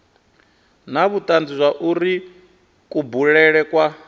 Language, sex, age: Venda, male, 23